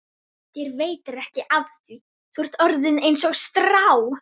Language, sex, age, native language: Icelandic, female, 11, Icelandic